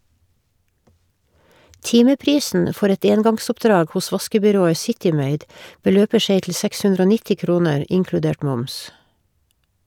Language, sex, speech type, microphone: Norwegian, female, read, Shure